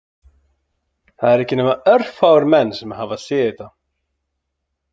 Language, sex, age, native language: Icelandic, male, 30-39, Icelandic